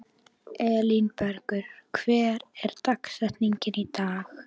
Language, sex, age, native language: Icelandic, female, 11, Icelandic